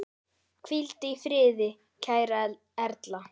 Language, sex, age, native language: Icelandic, female, 9, Icelandic